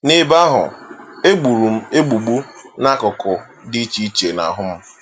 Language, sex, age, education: Igbo, male, 15-29, tertiary